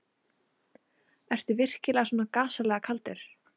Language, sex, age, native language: Icelandic, female, 40-49, Icelandic